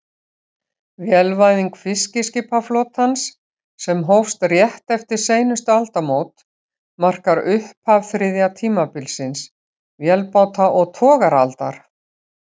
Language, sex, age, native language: Icelandic, female, 60-69, Icelandic